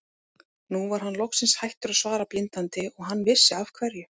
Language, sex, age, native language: Icelandic, female, 18-19, Icelandic